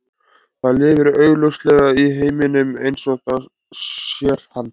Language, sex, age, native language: Icelandic, male, 20-29, Icelandic